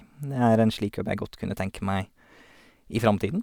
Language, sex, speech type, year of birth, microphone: Norwegian, male, spontaneous, 1988, Sennheiser